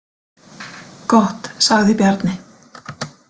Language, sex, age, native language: Icelandic, female, 40-49, Icelandic